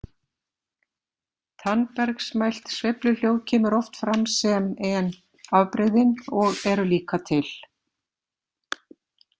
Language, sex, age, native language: Icelandic, female, 50-59, Icelandic